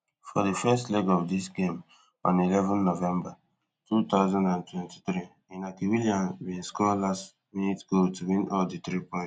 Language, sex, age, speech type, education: Nigerian Pidgin, male, 15-29, spontaneous, tertiary